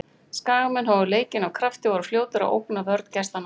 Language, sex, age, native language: Icelandic, female, 18-19, Icelandic